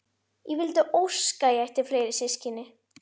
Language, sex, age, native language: Icelandic, male, 12, Icelandic